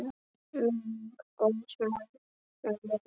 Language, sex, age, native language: Icelandic, male, 10, Icelandic